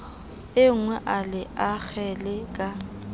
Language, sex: Southern Sotho, female